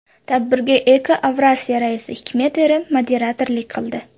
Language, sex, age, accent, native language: Uzbek, female, 25-34, Surxondaryo, Uzbek